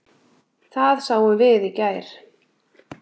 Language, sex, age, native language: Icelandic, female, 7, Icelandic